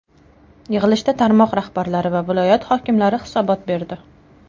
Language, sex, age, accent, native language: Uzbek, female, 18-24, Toshkent viloyati, Uzbek